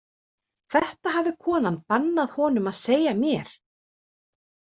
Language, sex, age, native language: Icelandic, female, 30-39, Icelandic